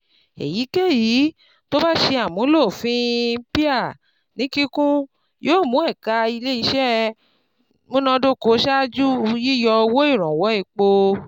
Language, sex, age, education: Yoruba, female, 30-45, tertiary